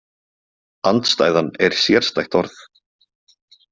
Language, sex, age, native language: Icelandic, male, 20-29, Icelandic